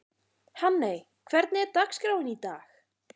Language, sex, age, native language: Icelandic, female, 40-49, Icelandic